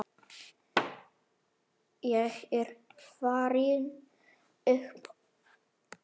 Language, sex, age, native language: Icelandic, male, 9, Icelandic